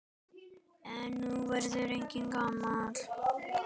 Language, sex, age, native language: Icelandic, male, 10, Icelandic